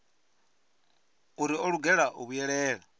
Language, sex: Venda, male